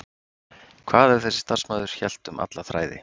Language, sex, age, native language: Icelandic, male, 50-59, Icelandic